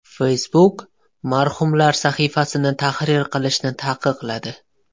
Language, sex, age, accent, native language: Uzbek, male, 18-24, Toshkent viloyati, Uzbek